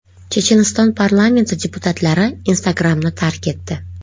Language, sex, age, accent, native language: Uzbek, female, 25-34, Qashqadaryo, Uzbek